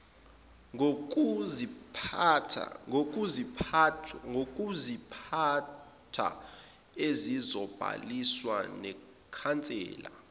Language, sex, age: Zulu, male, 25